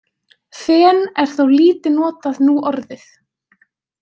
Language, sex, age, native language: Icelandic, female, 20-29, Icelandic